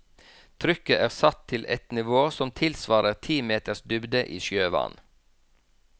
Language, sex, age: Norwegian, male, 46